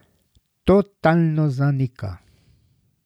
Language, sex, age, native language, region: Slovenian, male, 60+, Slovenian, Drava region